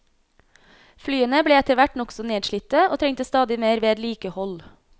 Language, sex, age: Norwegian, female, 26